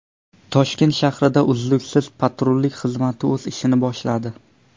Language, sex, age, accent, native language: Uzbek, male, under 19, Surxondaryo, Uzbek